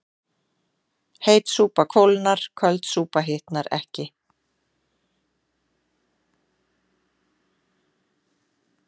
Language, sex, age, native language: Icelandic, female, 40-49, Icelandic